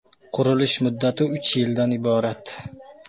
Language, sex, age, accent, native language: Uzbek, male, 18-24, Sirdaryo, Uzbek